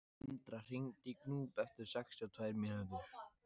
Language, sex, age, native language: Icelandic, male, 14, Icelandic